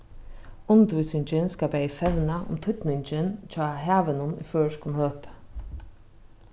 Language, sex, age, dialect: Faroese, female, 36-60, Norðuroyggjar